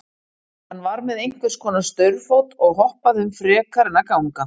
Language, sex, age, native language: Icelandic, female, 40-49, Icelandic